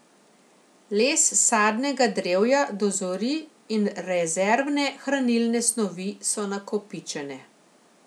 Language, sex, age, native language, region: Slovenian, female, 50-59, Slovenian, Central Slovenia